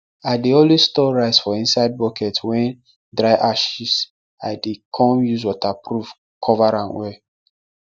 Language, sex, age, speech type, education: Nigerian Pidgin, male, 15-29, spontaneous, tertiary